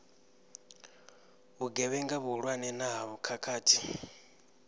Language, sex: Venda, male